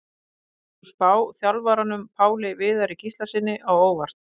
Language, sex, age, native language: Icelandic, female, 50-59, Icelandic